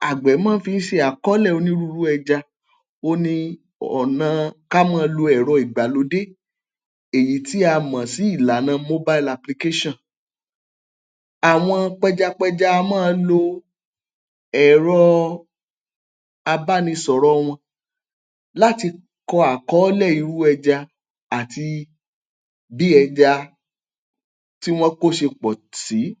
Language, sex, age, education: Yoruba, male, 30-45, tertiary